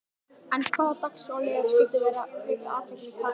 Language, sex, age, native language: Icelandic, male, 11, Icelandic